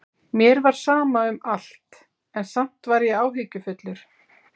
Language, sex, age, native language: Icelandic, female, 40-49, Icelandic